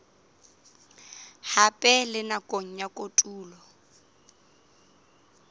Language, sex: Southern Sotho, female